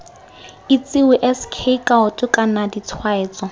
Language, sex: Tswana, female